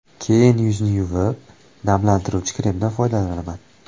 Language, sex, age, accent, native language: Uzbek, male, 25-34, Toshkent viloyati, Uzbek